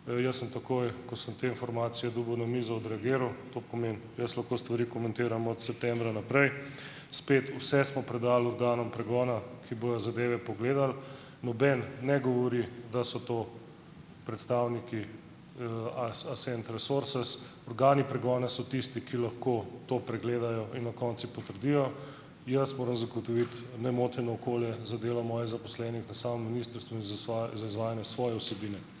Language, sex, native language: Slovenian, male, Slovenian